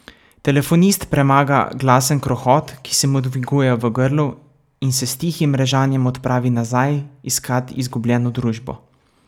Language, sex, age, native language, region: Slovenian, male, 18-29, Slovenian, Savinja region